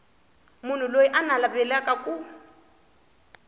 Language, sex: Tsonga, female